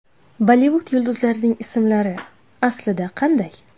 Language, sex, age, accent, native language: Uzbek, female, 19-29, Navoiy, Uzbek